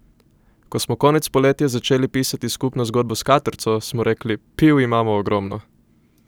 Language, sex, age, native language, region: Slovenian, male, 18-29, Slovenian, Coastal Karst region